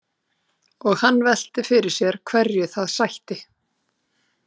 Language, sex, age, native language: Icelandic, female, 30-39, Icelandic